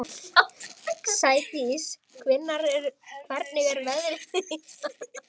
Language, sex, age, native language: Icelandic, female, 18-19, Icelandic